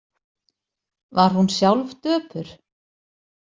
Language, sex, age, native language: Icelandic, female, 40-49, Icelandic